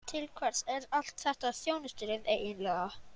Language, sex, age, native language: Icelandic, male, 20-29, Icelandic